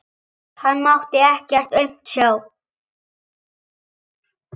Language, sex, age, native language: Icelandic, male, 7, Icelandic